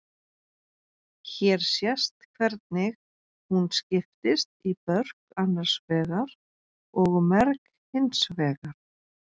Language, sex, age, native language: Icelandic, female, 40-49, Icelandic